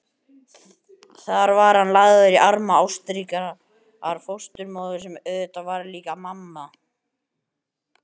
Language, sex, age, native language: Icelandic, male, 18-19, Icelandic